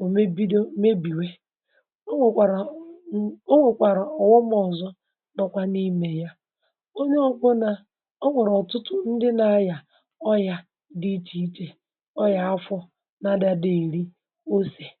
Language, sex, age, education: Igbo, female, 60+, tertiary